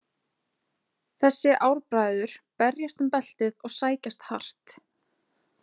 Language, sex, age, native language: Icelandic, female, 20-29, Icelandic